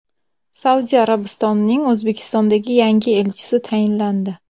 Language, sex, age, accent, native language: Uzbek, female, 25-34, Samarqand, Uzbek